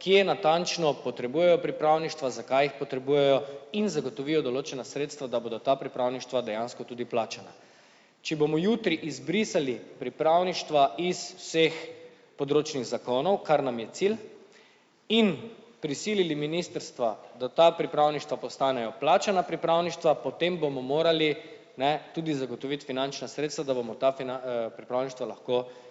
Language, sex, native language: Slovenian, male, Slovenian